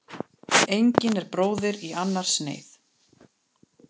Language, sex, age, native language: Icelandic, female, 30-39, Icelandic